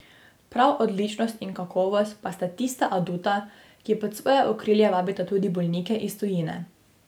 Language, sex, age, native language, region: Slovenian, female, 18-29, Slovenian, Drava region